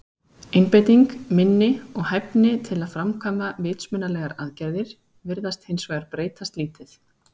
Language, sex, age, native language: Icelandic, female, 30-39, Icelandic